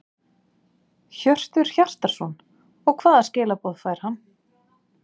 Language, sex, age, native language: Icelandic, female, 30-39, Icelandic